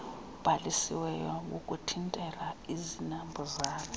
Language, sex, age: Xhosa, female, 35